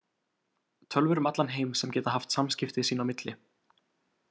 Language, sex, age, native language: Icelandic, male, 18-19, Icelandic